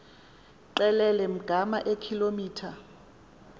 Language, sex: Xhosa, female